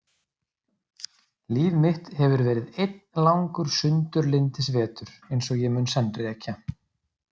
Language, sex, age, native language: Icelandic, male, 30-39, Icelandic